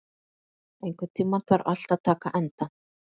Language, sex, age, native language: Icelandic, female, 50-59, Icelandic